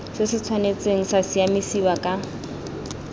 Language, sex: Tswana, female